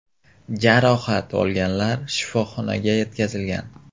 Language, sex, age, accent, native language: Uzbek, male, 18-24, Xorazm, Uzbek